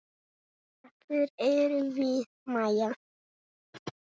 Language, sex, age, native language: Icelandic, male, 6, Icelandic